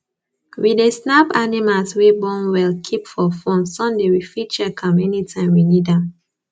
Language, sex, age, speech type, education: Nigerian Pidgin, female, 15-29, spontaneous, tertiary